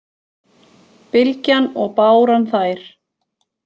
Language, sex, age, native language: Icelandic, female, 40-49, Icelandic